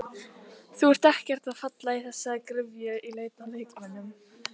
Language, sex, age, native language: Icelandic, female, 18-19, Icelandic